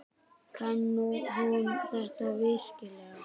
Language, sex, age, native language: Icelandic, male, 18-19, Icelandic